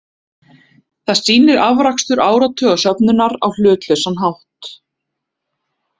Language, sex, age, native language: Icelandic, female, 30-39, Icelandic